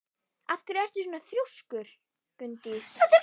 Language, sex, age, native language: Icelandic, female, 12, Icelandic